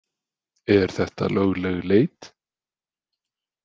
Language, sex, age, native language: Icelandic, male, 20-29, Icelandic